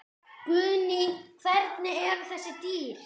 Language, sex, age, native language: Icelandic, male, 10, Icelandic